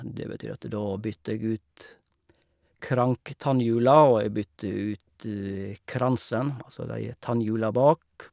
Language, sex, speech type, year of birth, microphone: Norwegian, male, spontaneous, 1956, Shure